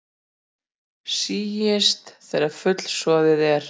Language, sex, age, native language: Icelandic, female, 40-49, Icelandic